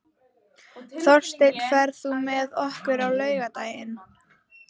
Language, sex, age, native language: Icelandic, female, 12, Icelandic